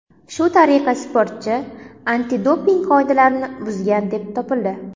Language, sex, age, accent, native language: Uzbek, female, 19-29, Qashqadaryo, Uzbek